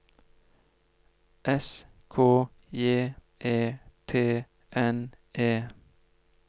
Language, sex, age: Norwegian, male, 25